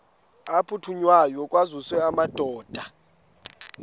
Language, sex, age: Xhosa, male, 19